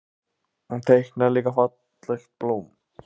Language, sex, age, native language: Icelandic, male, 15, Icelandic